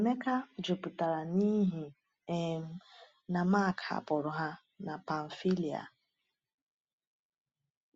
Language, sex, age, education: Igbo, female, 30-45, tertiary